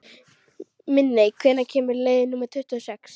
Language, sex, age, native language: Icelandic, female, 12, Icelandic